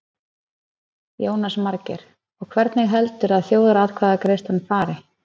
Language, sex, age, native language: Icelandic, female, 30-39, Icelandic